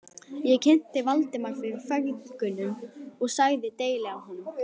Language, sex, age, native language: Icelandic, female, 11, Icelandic